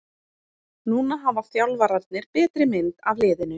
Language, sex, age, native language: Icelandic, female, 20-29, Icelandic